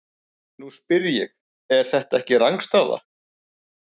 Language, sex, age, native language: Icelandic, male, 40-49, Icelandic